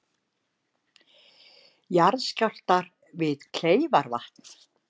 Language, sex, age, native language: Icelandic, female, 60-69, Icelandic